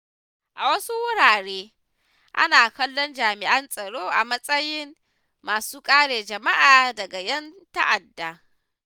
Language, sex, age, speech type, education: Hausa, female, 15-29, spontaneous, tertiary